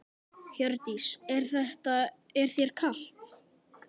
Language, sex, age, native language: Icelandic, male, 10, Icelandic